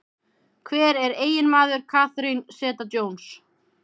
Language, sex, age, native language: Icelandic, female, 30-39, Icelandic